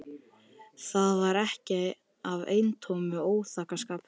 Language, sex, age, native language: Icelandic, male, 13, Icelandic